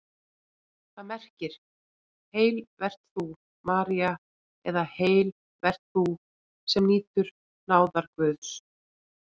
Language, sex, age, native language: Icelandic, female, 40-49, Icelandic